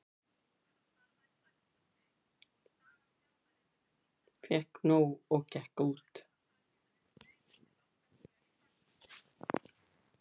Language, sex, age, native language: Icelandic, female, 50-59, Icelandic